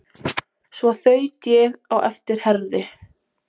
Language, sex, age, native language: Icelandic, female, 20-29, Polish